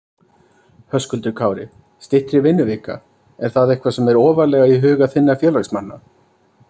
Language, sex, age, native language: Icelandic, male, 30-39, Icelandic